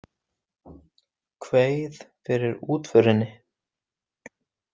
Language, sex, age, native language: Icelandic, male, 20-29, Icelandic